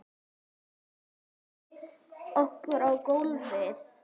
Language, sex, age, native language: Icelandic, female, 8, Icelandic